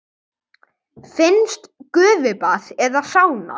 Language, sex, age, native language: Icelandic, male, 18-19, Icelandic